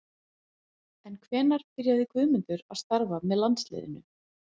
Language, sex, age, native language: Icelandic, female, 40-49, Icelandic